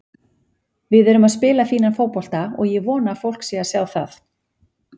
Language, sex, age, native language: Icelandic, female, 40-49, Icelandic